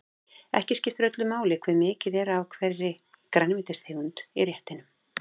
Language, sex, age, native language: Icelandic, female, 40-49, Icelandic